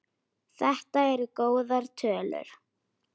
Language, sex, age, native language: Icelandic, female, 10, Icelandic